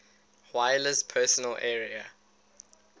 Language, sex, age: English, male, 19